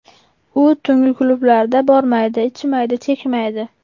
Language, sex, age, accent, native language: Uzbek, male, 12-17, Farg'ona, Uzbek